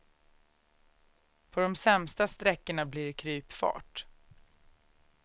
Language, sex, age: Swedish, female, 36